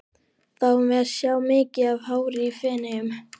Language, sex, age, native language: Icelandic, male, 12, Icelandic